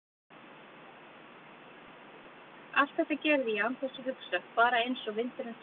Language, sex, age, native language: Icelandic, female, 30-39, Icelandic